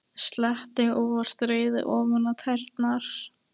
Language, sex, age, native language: Icelandic, female, 13, Icelandic